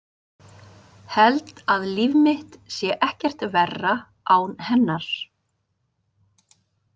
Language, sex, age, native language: Icelandic, female, 50-59, Icelandic